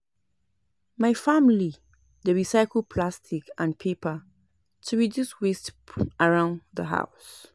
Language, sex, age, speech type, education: Nigerian Pidgin, female, 30-45, spontaneous, tertiary